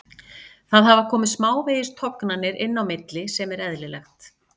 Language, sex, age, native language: Icelandic, female, 50-59, Icelandic